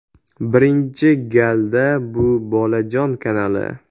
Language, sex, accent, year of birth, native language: Uzbek, male, Jizzax, 2004, Uzbek